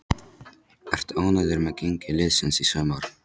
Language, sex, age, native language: Icelandic, male, 13, Polish